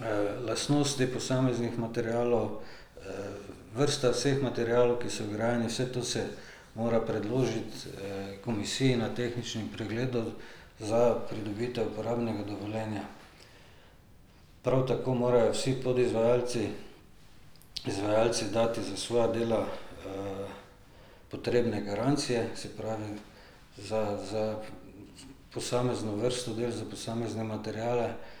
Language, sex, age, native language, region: Slovenian, male, 50-59, Slovenian, Drava region